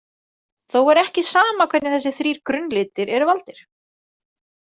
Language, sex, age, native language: Icelandic, female, 30-39, Icelandic